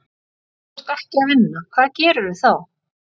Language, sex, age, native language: Icelandic, female, 40-49, Icelandic